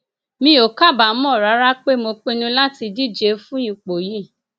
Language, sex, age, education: Yoruba, female, 30-45, tertiary